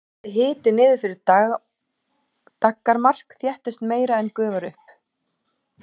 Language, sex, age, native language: Icelandic, female, 18-19, Icelandic